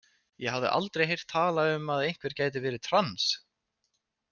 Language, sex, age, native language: Icelandic, male, 20-29, Icelandic